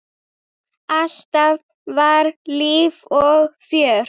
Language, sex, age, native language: Icelandic, female, 8, Icelandic